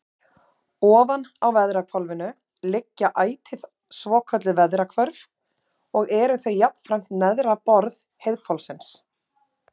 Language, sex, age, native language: Icelandic, female, 30-39, Icelandic